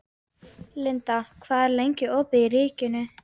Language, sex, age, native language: Icelandic, female, 13, Icelandic